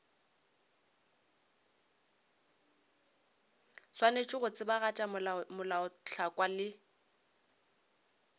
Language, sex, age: Northern Sotho, female, 26